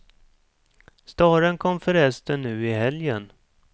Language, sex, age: Swedish, male, 47